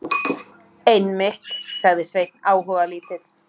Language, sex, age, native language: Icelandic, female, 30-39, Icelandic